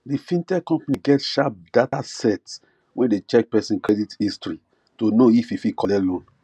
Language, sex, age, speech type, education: Nigerian Pidgin, male, 30-45, spontaneous, tertiary